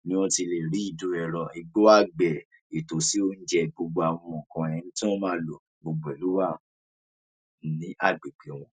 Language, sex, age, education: Yoruba, male, 46-60, tertiary